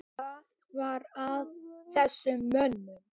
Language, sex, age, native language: Icelandic, male, 8, Icelandic